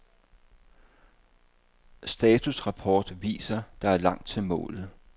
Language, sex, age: Danish, male, 58